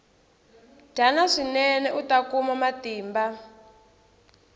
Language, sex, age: Tsonga, female, 18